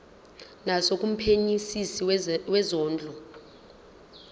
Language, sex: Zulu, female